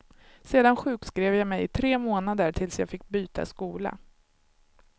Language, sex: Swedish, male